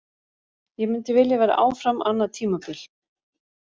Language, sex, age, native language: Icelandic, other, 40-49, Icelandic